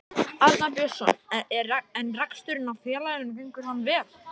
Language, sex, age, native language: Icelandic, male, 11, Icelandic